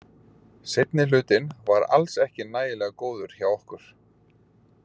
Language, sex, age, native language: Icelandic, male, 40-49, Icelandic